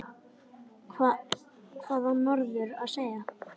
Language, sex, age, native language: Icelandic, male, 10, Icelandic